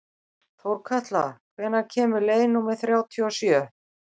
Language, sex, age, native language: Icelandic, female, 60-69, Icelandic